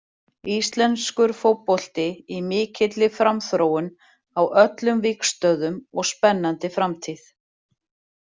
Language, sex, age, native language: Icelandic, female, 40-49, Icelandic